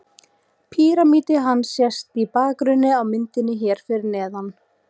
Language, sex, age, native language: Icelandic, female, 18-19, Icelandic